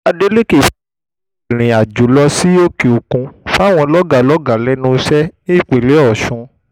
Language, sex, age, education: Yoruba, male, 15-29, tertiary